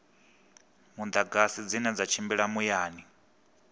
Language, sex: Venda, male